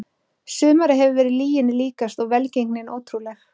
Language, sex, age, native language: Icelandic, female, 30-39, Icelandic